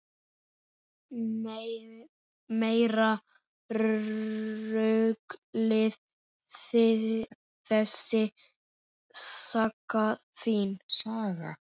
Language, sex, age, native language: Icelandic, male, 7, Icelandic